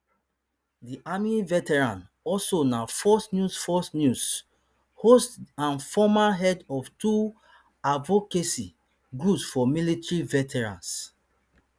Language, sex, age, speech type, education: Nigerian Pidgin, male, 30-45, spontaneous, tertiary